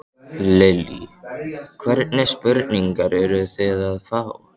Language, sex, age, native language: Icelandic, male, 14, Icelandic